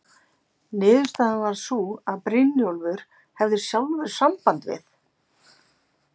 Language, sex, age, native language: Icelandic, female, 50-59, Icelandic